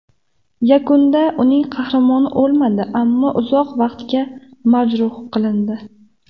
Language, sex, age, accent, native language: Uzbek, female, 18-24, Namangan, Uzbek